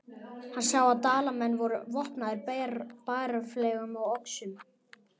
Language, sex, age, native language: Icelandic, male, 11, Icelandic